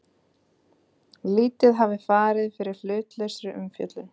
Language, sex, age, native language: Icelandic, female, 30-39, Icelandic